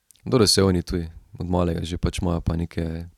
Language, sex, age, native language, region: Slovenian, male, 18-29, Slovenian, Drava region